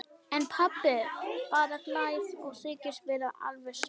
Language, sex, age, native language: Icelandic, male, 12, Icelandic